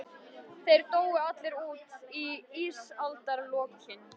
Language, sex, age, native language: Icelandic, female, 13, Icelandic